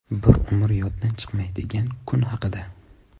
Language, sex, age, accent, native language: Uzbek, male, 25-34, Toshkent shahri, Uzbek